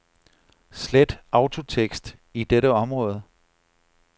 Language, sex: Danish, male